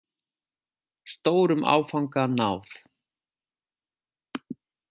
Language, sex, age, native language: Icelandic, male, 40-49, Icelandic